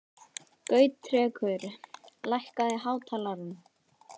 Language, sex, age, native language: Icelandic, female, 18-19, Icelandic